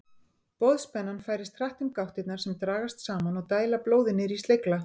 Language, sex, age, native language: Icelandic, female, 50-59, Icelandic